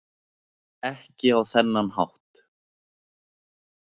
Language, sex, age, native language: Icelandic, male, 18-19, Icelandic